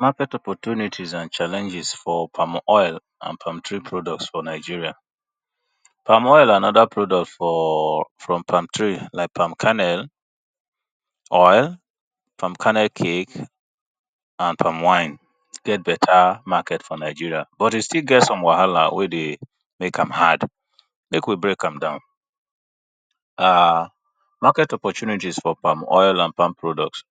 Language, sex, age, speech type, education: Nigerian Pidgin, male, 30-45, spontaneous, tertiary